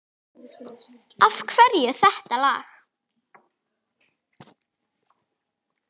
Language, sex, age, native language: Icelandic, female, 10, Icelandic